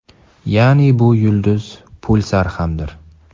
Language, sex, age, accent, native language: Uzbek, male, 18-24, Qashqadaryo, Uzbek